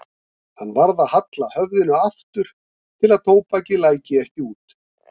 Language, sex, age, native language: Icelandic, male, 50-59, Icelandic